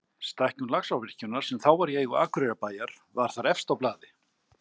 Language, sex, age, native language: Icelandic, male, 60-69, Icelandic